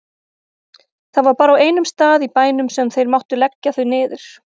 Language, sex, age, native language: Icelandic, female, 30-39, Icelandic